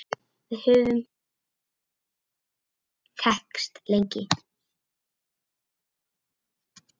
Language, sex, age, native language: Icelandic, female, 8, Icelandic